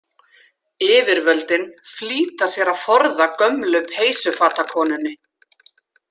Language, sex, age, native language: Icelandic, female, 40-49, Icelandic